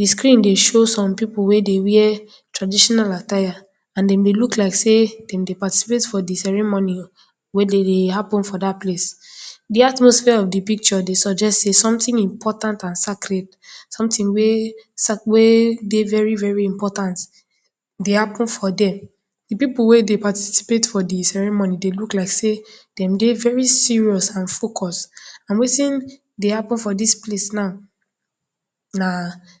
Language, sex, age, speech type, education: Nigerian Pidgin, female, 15-29, spontaneous, tertiary